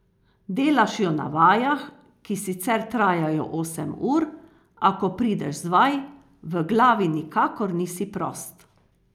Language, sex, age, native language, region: Slovenian, female, 50-59, Slovenian, Carinthia region